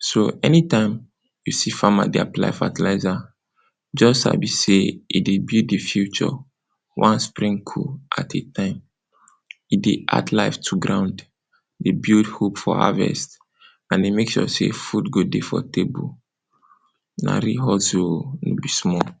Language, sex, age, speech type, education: Nigerian Pidgin, male, 46-60, spontaneous, tertiary